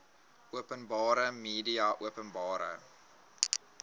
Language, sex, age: Afrikaans, male, 21